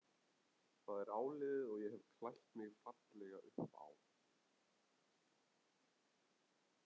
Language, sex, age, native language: Icelandic, male, 30-39, Icelandic